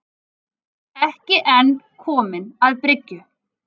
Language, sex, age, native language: Icelandic, female, 40-49, Icelandic